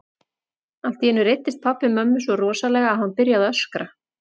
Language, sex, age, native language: Icelandic, female, 40-49, Icelandic